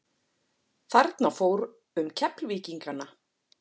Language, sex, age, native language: Icelandic, female, 40-49, Icelandic